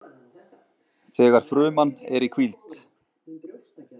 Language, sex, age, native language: Icelandic, male, 30-39, Icelandic